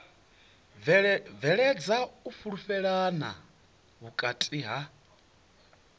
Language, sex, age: Venda, male, 28